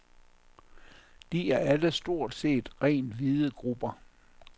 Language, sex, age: Danish, male, 57